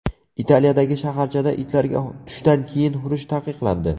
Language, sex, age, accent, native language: Uzbek, male, 18-24, Navoiy, Uzbek